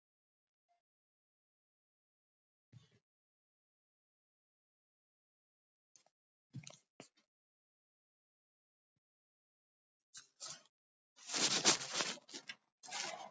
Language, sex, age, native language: Icelandic, female, 50-59, Icelandic